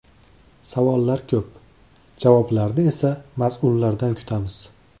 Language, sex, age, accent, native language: Uzbek, male, 25-34, Andijon, Uzbek